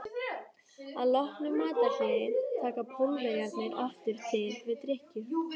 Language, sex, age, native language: Icelandic, female, 12, Icelandic